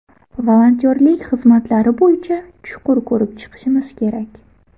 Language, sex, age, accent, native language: Uzbek, female, 18-24, Buxoro, Uzbek